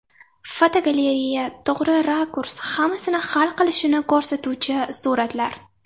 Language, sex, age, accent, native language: Uzbek, female, under 19, Toshkent shahri, Uzbek